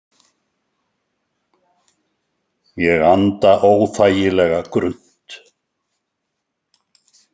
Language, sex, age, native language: Icelandic, male, 70-79, Icelandic